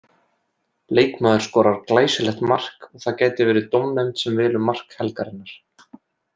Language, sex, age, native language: Icelandic, male, 20-29, Icelandic